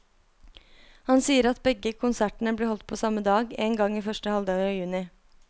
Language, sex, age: Norwegian, female, 23